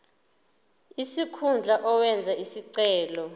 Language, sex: Zulu, female